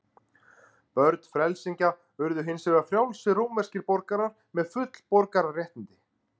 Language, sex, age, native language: Icelandic, male, 30-39, Icelandic